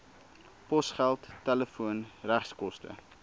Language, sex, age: Afrikaans, male, 19